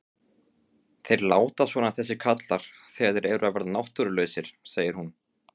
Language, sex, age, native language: Icelandic, male, 30-39, Icelandic